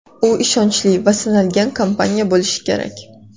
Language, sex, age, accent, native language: Uzbek, female, 18-24, Toshkent shahri, Uzbek